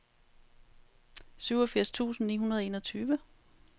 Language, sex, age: Danish, female, 35